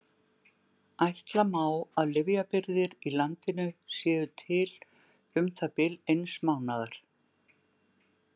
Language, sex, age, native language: Icelandic, female, 60-69, Icelandic